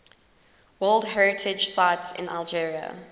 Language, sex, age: English, female, 19